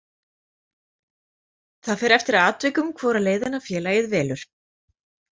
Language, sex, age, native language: Icelandic, female, 40-49, Icelandic